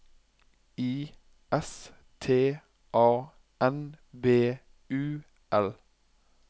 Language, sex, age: Norwegian, male, 21